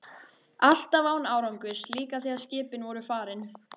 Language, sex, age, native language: Icelandic, female, 13, Icelandic